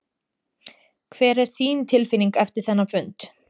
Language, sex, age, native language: Icelandic, female, 20-29, Icelandic